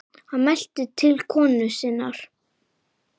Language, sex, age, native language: Icelandic, male, 10, Icelandic